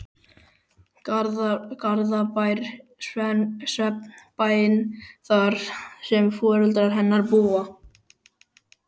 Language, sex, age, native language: Icelandic, male, 12, Icelandic